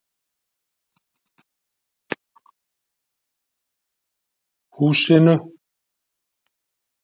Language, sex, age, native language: Icelandic, male, 50-59, Icelandic